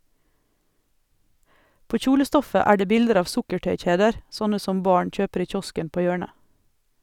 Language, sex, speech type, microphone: Norwegian, female, read, Sennheiser